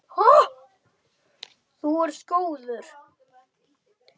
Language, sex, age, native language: Icelandic, male, 7, Icelandic